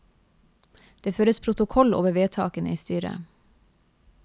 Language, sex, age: Norwegian, female, 28